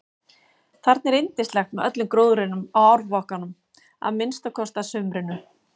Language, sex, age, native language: Icelandic, female, 40-49, Icelandic